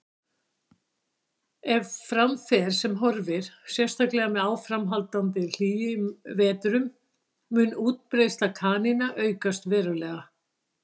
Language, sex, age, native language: Icelandic, female, 60-69, Icelandic